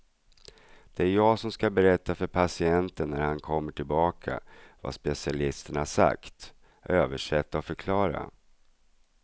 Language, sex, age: Swedish, male, 42